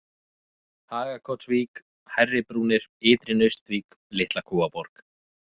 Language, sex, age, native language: Icelandic, male, 20-29, Icelandic